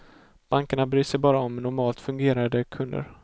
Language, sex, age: Swedish, male, 18